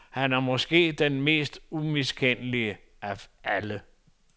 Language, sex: Danish, male